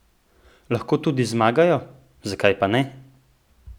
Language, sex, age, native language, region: Slovenian, male, 18-29, Slovenian, Central Slovenia